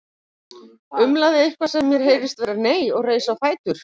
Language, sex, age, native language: Icelandic, female, 50-59, Icelandic